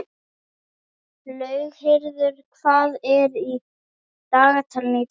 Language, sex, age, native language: Icelandic, female, 18-19, Icelandic